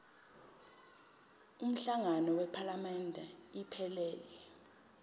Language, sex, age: Zulu, female, 22